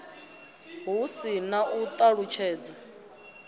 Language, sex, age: Venda, female, 22